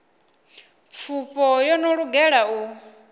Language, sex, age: Venda, female, 24